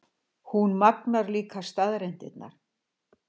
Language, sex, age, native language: Icelandic, female, 60-69, Icelandic